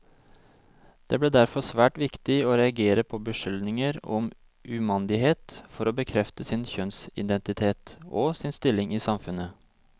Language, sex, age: Norwegian, male, 26